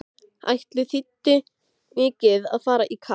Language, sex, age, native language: Icelandic, female, 13, Icelandic